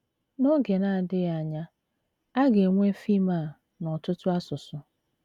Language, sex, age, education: Igbo, female, 30-45, tertiary